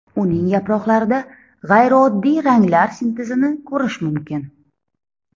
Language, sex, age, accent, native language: Uzbek, female, 30-39, Toshkent shahri, Uzbek